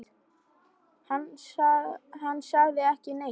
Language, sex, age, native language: Icelandic, male, 8, Icelandic